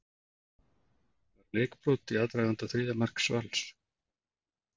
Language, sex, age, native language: Icelandic, male, 40-49, Icelandic